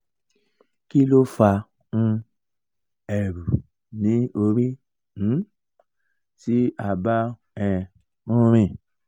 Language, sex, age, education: Yoruba, male, 46-60, tertiary